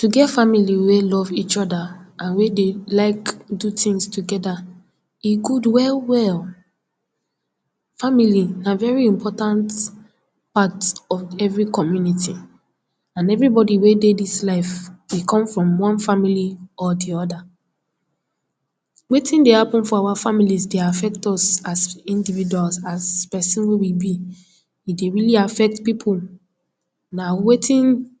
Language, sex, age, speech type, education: Nigerian Pidgin, female, 15-29, spontaneous, tertiary